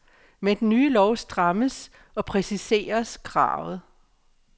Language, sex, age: Danish, female, 57